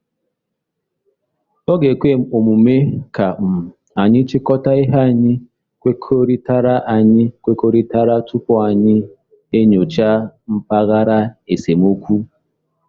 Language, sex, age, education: Igbo, male, 30-45, tertiary